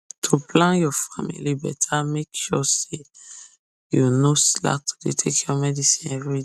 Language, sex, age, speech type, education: Nigerian Pidgin, female, 30-45, spontaneous, tertiary